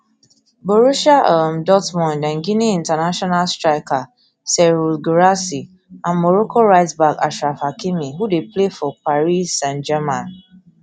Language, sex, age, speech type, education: Nigerian Pidgin, female, 15-29, spontaneous, tertiary